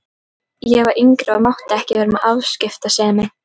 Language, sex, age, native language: Icelandic, female, 12, Icelandic